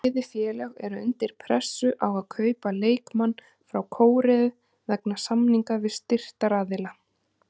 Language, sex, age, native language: Icelandic, female, 30-39, Icelandic